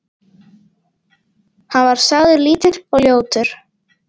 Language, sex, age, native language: Icelandic, female, 18-19, Icelandic